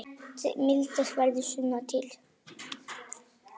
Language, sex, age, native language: Icelandic, male, 9, Icelandic